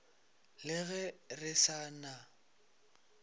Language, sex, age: Northern Sotho, male, 22